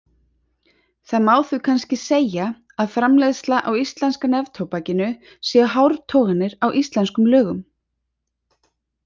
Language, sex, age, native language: Icelandic, female, 30-39, Icelandic